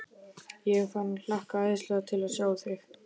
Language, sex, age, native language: Icelandic, male, 12, Icelandic